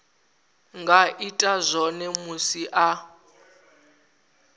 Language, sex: Venda, male